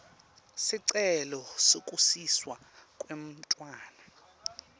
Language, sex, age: Swati, male, 19